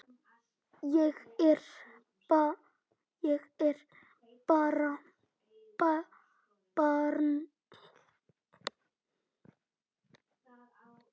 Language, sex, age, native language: Icelandic, male, 9, Icelandic